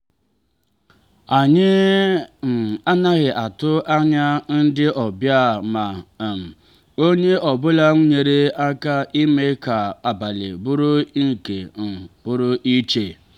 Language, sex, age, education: Igbo, male, 30-45, tertiary